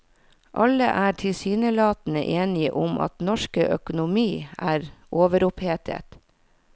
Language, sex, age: Norwegian, female, 40